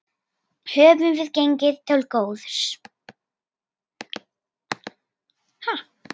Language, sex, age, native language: Icelandic, female, 10, Icelandic